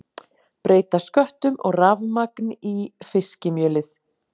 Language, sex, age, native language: Icelandic, female, 40-49, Icelandic